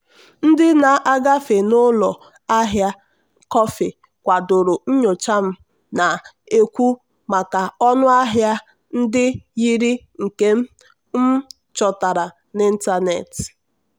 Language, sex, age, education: Igbo, female, 15-29, tertiary